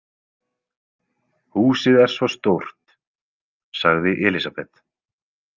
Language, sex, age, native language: Icelandic, male, 20-29, Icelandic